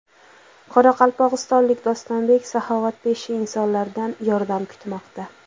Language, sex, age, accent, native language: Uzbek, female, 25-34, Andijon, Uzbek